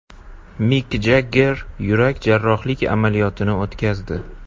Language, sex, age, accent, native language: Uzbek, male, 18-24, Jizzax, Uzbek